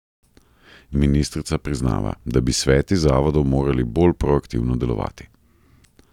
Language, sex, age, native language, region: Slovenian, male, 30-49, Slovenian, Central Slovenia